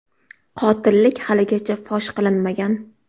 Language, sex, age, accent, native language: Uzbek, female, 12-17, Toshkent shahri, Uzbek